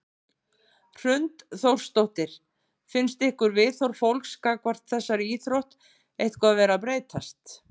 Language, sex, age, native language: Icelandic, female, 50-59, Icelandic